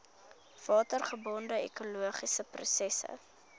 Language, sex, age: Afrikaans, female, 21